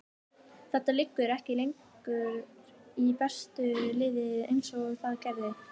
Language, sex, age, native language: Icelandic, female, 18-19, Icelandic